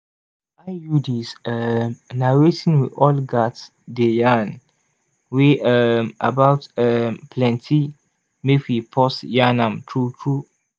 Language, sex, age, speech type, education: Nigerian Pidgin, male, 15-29, spontaneous, tertiary